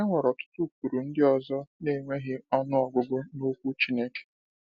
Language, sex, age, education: Igbo, male, 15-29, tertiary